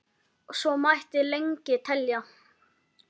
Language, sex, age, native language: Icelandic, male, 10, Icelandic